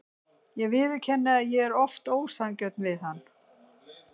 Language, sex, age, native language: Icelandic, female, 60-69, Icelandic